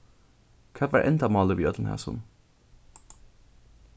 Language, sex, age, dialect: Faroese, male, 15-35, Suðurstreymoy